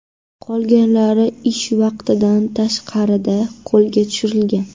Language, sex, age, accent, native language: Uzbek, female, 12-17, Andijon, Karakalpak